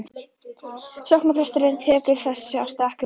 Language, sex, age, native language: Icelandic, female, 11, Icelandic